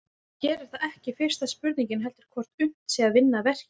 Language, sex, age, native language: Icelandic, female, 20-29, Icelandic